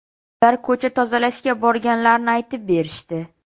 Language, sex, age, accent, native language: Uzbek, female, 18-24, Sirdaryo, Uzbek